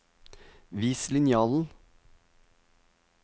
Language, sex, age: Norwegian, male, 50